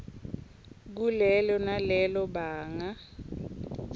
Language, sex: Swati, female